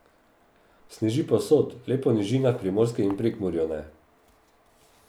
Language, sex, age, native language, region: Slovenian, male, 50-59, Slovenian, Drava region